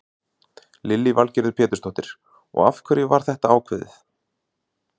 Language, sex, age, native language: Icelandic, male, 30-39, Icelandic